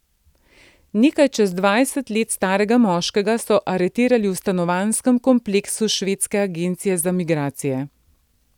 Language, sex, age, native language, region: Slovenian, female, 50-59, Slovenian, Central Slovenia